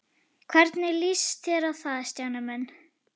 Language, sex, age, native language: Icelandic, female, 11, Icelandic